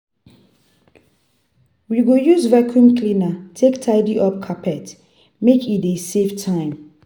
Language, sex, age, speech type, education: Nigerian Pidgin, female, 30-45, spontaneous, tertiary